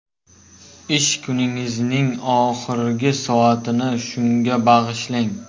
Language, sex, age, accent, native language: Uzbek, male, 18-24, Qashqadaryo, Uzbek